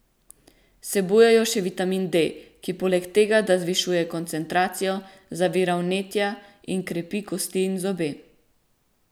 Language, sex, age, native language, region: Slovenian, female, 18-29, Slovenian, Central Slovenia